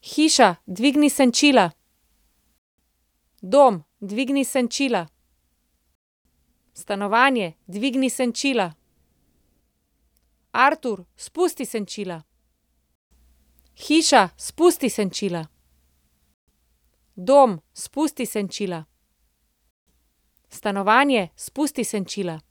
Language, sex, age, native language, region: Slovenian, female, 30-49, Slovenian, Central Slovenia